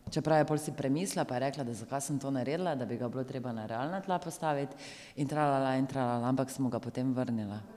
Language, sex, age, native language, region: Slovenian, female, 30-49, Slovenian, Drava region